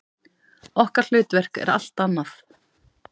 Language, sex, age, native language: Icelandic, female, 40-49, Icelandic